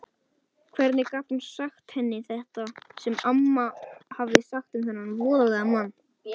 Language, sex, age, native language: Icelandic, male, 18-19, Icelandic